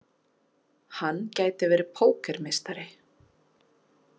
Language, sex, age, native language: Icelandic, female, 30-39, Icelandic